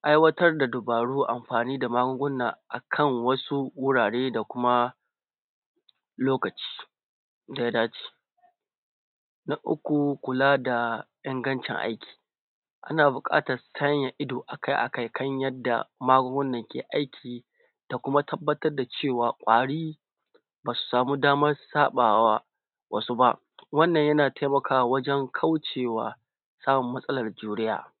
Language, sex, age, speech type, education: Hausa, male, 15-29, spontaneous, tertiary